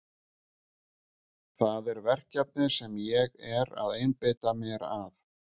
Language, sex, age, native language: Icelandic, male, 50-59, Icelandic